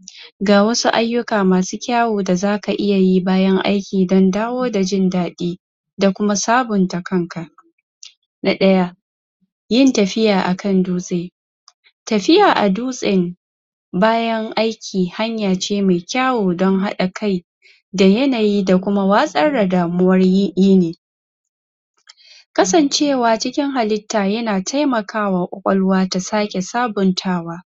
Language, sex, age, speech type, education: Hausa, female, 15-29, spontaneous, tertiary